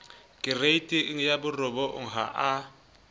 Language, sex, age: Southern Sotho, male, 20